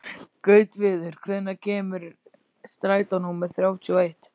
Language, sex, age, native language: Icelandic, male, 14, Icelandic